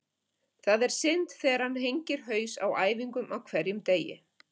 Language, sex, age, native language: Icelandic, female, 50-59, Icelandic